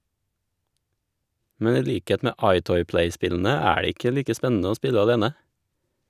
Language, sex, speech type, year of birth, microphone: Norwegian, male, read, 1987, Shure